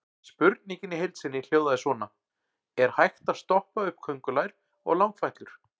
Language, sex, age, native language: Icelandic, male, 40-49, Icelandic